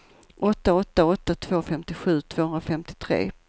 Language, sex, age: Swedish, female, 54